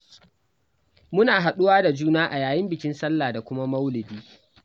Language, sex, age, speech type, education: Hausa, male, 15-29, read, tertiary